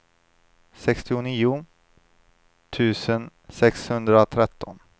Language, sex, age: Swedish, male, 25